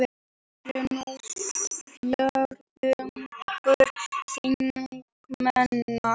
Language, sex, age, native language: Icelandic, female, 18-19, Icelandic